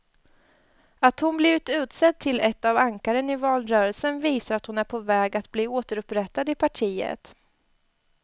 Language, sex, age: Swedish, female, 20